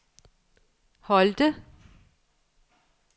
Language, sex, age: Danish, female, 55